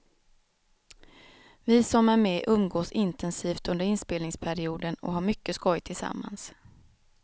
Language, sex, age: Swedish, female, 36